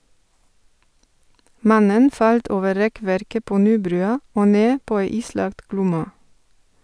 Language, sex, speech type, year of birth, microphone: Norwegian, female, read, 1970, Sennheiser